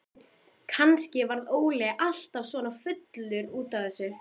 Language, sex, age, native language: Icelandic, female, 12, Icelandic